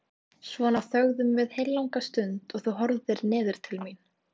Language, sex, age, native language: Icelandic, female, 18-19, Icelandic